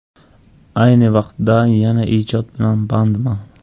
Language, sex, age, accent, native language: Uzbek, male, 18-24, Qashqadaryo, Tajik